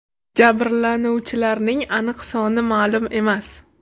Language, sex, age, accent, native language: Uzbek, female, 18-24, Toshkent shahri, Uzbek